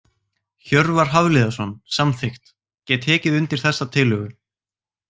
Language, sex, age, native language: Icelandic, male, 18-19, Icelandic